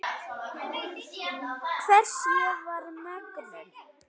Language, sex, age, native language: Icelandic, female, 9, Icelandic